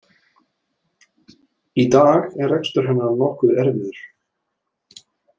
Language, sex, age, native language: Icelandic, male, 30-39, Icelandic